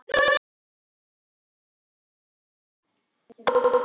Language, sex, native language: Icelandic, male, Icelandic